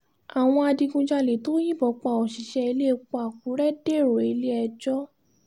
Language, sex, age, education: Yoruba, female, 15-29, tertiary